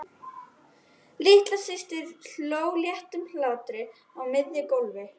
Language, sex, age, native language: Icelandic, female, 12, Icelandic